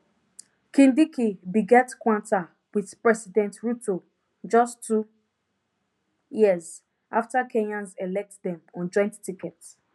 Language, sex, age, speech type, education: Nigerian Pidgin, female, 15-29, spontaneous, tertiary